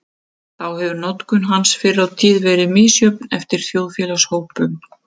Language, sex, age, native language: Icelandic, female, 50-59, Icelandic